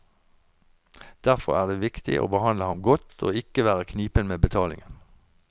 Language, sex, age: Norwegian, male, 49